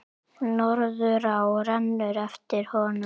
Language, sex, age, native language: Icelandic, male, 8, Icelandic